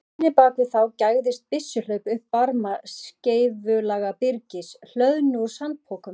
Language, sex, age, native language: Icelandic, female, 40-49, Icelandic